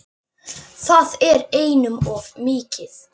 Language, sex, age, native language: Icelandic, male, 9, Icelandic